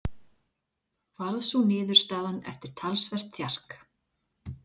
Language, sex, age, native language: Icelandic, female, 40-49, Icelandic